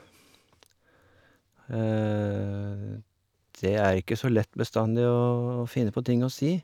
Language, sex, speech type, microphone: Norwegian, male, spontaneous, Shure